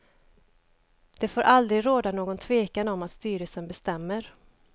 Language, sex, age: Swedish, female, 29